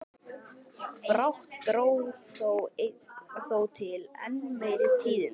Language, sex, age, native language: Icelandic, male, 12, Icelandic